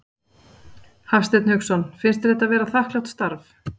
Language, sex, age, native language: Icelandic, female, 40-49, Icelandic